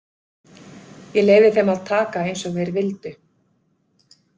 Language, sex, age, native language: Icelandic, female, 50-59, Icelandic